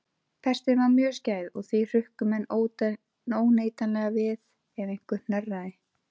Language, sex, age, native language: Icelandic, female, 30-39, Icelandic